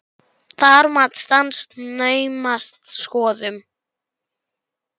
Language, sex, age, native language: Icelandic, male, 10, Icelandic